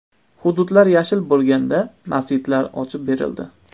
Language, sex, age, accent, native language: Uzbek, male, 25-34, Andijon, Uzbek